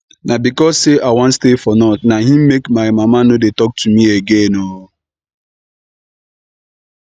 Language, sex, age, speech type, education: Nigerian Pidgin, male, 15-29, spontaneous, tertiary